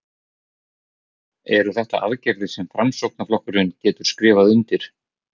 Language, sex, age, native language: Icelandic, male, 40-49, Icelandic